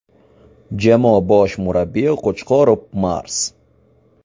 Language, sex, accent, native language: Uzbek, male, Farg'ona, Uzbek